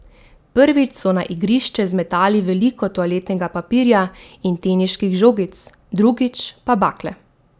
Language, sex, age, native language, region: Slovenian, female, 18-29, Slovenian, Drava region